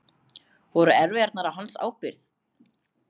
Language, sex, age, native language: Icelandic, other, 30-39, Icelandic